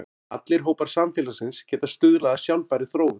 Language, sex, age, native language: Icelandic, male, 40-49, Icelandic